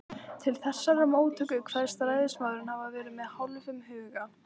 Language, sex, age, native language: Icelandic, female, 14, Icelandic